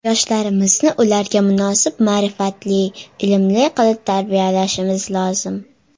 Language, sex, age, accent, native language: Uzbek, female, under 19, Toshkent shahri, Uzbek